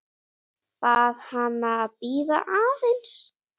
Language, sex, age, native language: Icelandic, female, 8, Icelandic